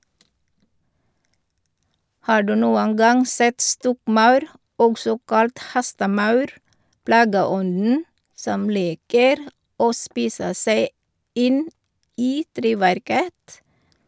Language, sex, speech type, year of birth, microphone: Norwegian, female, read, 1962, Sennheiser